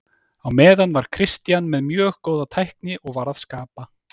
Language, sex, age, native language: Icelandic, male, 30-39, Icelandic